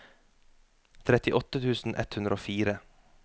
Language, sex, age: Norwegian, male, 33